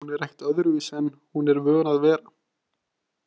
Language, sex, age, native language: Icelandic, male, 20-29, Icelandic